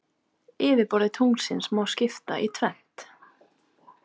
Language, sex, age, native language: Icelandic, female, 18-19, Icelandic